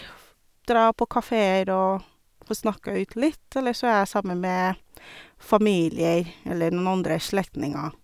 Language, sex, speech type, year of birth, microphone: Norwegian, female, spontaneous, 1982, Sennheiser